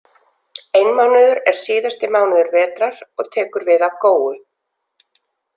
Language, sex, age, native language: Icelandic, female, 40-49, Icelandic